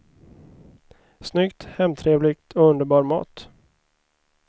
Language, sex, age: Swedish, male, 29